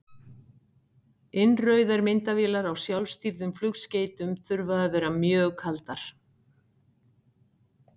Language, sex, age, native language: Icelandic, female, 60-69, Icelandic